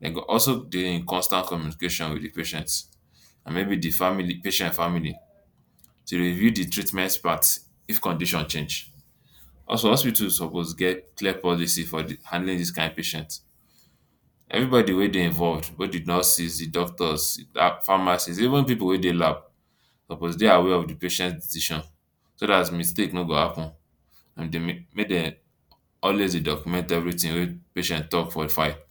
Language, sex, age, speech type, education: Nigerian Pidgin, male, 15-29, spontaneous, tertiary